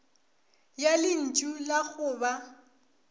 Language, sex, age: Northern Sotho, female, 24